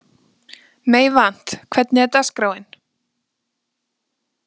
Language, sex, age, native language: Icelandic, female, 20-29, Icelandic